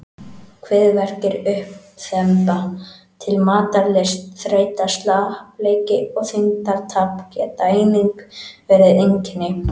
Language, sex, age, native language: Icelandic, male, 18-19, Icelandic